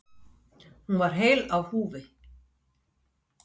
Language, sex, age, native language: Icelandic, female, 60-69, Icelandic